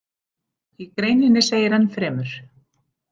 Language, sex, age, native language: Icelandic, female, 40-49, Icelandic